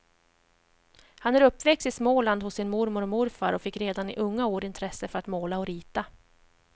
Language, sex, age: Swedish, female, 31